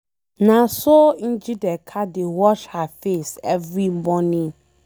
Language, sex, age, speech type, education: Nigerian Pidgin, female, 15-29, read, secondary